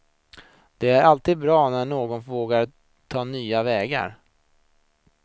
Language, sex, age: Swedish, male, 26